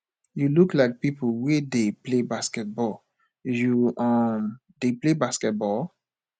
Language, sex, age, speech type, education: Nigerian Pidgin, male, 15-29, spontaneous, tertiary